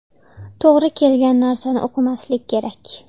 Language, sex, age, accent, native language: Uzbek, female, 12-17, Andijon, Uzbek